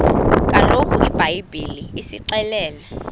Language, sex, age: Xhosa, female, 20